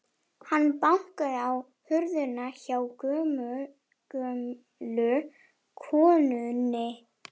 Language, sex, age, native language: Icelandic, female, 11, German